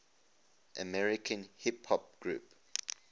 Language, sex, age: English, male, 20